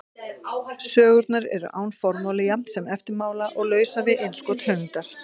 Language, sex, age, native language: Icelandic, female, 50-59, Icelandic